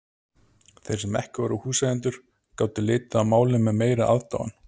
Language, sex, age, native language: Icelandic, male, 30-39, Icelandic